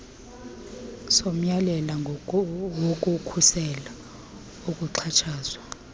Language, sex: Xhosa, female